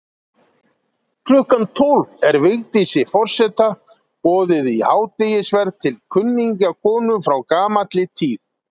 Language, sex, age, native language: Icelandic, male, 40-49, Icelandic